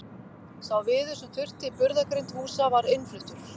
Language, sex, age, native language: Icelandic, female, 50-59, Icelandic